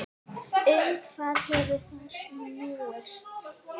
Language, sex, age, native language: Icelandic, female, 9, Icelandic